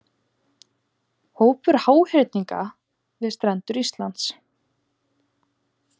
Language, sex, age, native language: Icelandic, female, 20-29, Icelandic